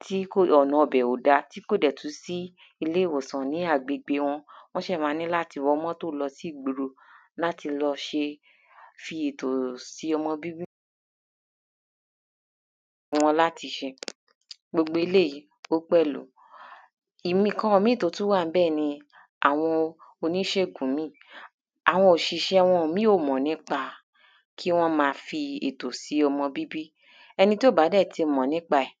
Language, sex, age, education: Yoruba, female, 30-45, tertiary